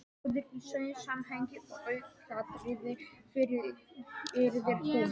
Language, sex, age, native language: Icelandic, male, 18-19, Polish